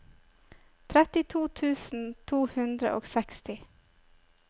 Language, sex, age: Norwegian, female, 25